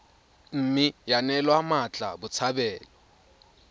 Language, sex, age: Tswana, male, 22